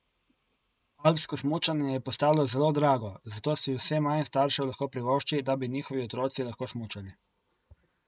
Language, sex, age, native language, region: Slovenian, male, 18-29, Slovenian, Coastal Karst region